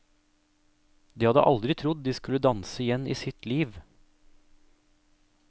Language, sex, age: Norwegian, male, 28